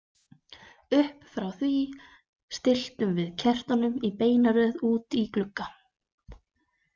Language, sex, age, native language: Icelandic, female, 20-29, Icelandic